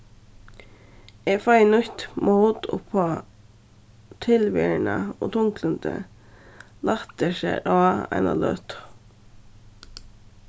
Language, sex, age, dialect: Faroese, female, 15-35, Suðurstreymoy